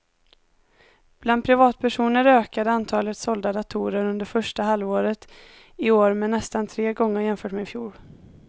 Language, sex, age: Swedish, female, 19